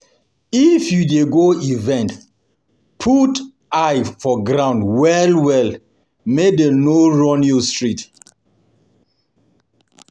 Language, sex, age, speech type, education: Nigerian Pidgin, male, 30-45, spontaneous, tertiary